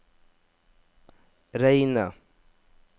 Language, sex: Norwegian, male